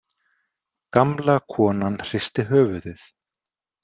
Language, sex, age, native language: Icelandic, male, 50-59, Icelandic